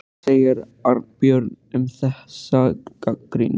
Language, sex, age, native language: Icelandic, male, 13, Icelandic